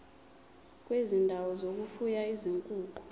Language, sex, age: Zulu, female, 23